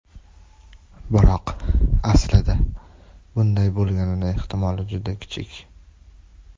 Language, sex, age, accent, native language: Uzbek, male, 18-24, Toshkent shahri, Uzbek